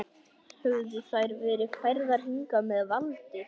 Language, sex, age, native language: Icelandic, male, 11, Icelandic